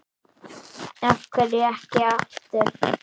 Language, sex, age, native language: Icelandic, male, 8, Icelandic